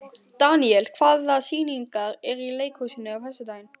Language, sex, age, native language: Icelandic, male, 12, Icelandic